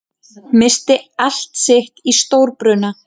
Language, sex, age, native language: Icelandic, female, 20-29, Icelandic